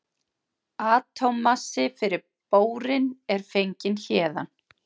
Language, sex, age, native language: Icelandic, female, 40-49, Icelandic